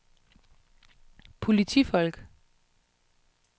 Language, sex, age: Danish, female, 31